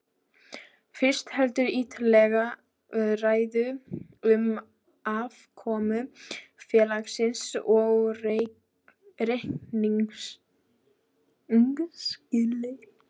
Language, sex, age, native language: Icelandic, female, 12, Icelandic